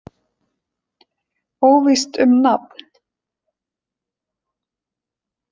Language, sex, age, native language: Icelandic, female, 20-29, Icelandic